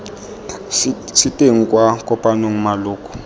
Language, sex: Tswana, male